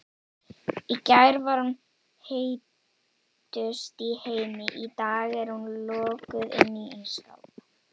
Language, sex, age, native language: Icelandic, female, 18-19, Icelandic